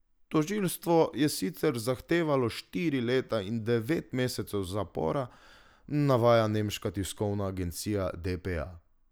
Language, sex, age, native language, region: Slovenian, male, 18-29, Slovenian, Drava region